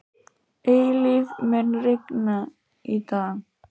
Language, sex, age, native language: Icelandic, female, 13, Icelandic